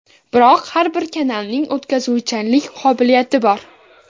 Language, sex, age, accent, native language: Uzbek, female, 18-24, Farg'ona, Uzbek